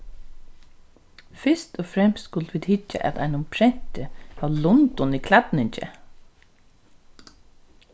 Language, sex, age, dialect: Faroese, female, 36-60, Suðurstreymoy